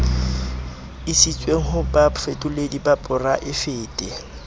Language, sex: Southern Sotho, male